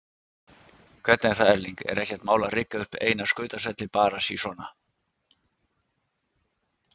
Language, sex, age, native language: Icelandic, male, 60-69, Icelandic